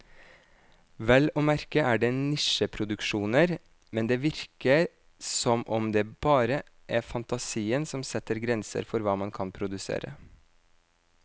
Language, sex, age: Norwegian, male, 26